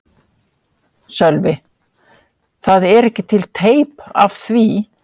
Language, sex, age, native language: Icelandic, female, 50-59, Icelandic